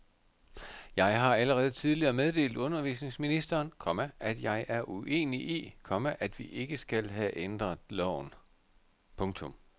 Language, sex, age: Danish, male, 51